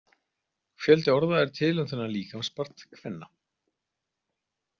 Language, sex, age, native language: Icelandic, male, 40-49, Icelandic